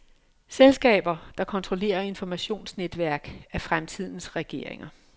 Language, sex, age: Danish, female, 56